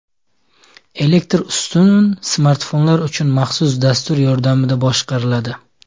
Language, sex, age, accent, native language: Uzbek, male, 25-34, Samarqand, Uzbek